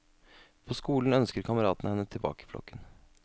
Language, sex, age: Norwegian, male, 32